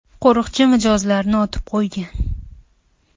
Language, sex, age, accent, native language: Uzbek, female, 18-24, Farg'ona, Uzbek